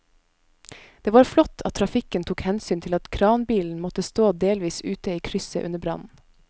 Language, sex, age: Norwegian, female, 22